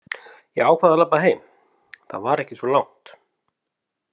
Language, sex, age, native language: Icelandic, male, 50-59, Icelandic